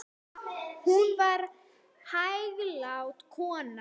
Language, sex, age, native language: Icelandic, female, 8, Icelandic